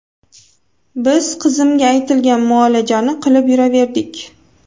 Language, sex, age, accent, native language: Uzbek, female, 18-24, Toshkent viloyati, Uzbek